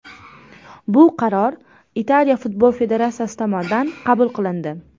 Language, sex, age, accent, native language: Uzbek, female, under 19, Toshkent viloyati, Uzbek